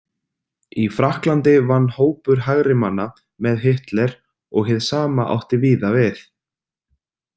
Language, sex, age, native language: Icelandic, male, 30-39, Icelandic